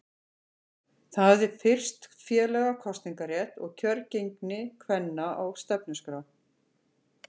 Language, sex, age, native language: Icelandic, female, 50-59, Icelandic